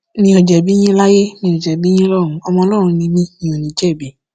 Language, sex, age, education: Yoruba, female, 15-29, tertiary